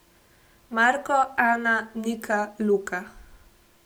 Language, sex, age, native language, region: Slovenian, female, 18-29, Slovenian, Gorenjska region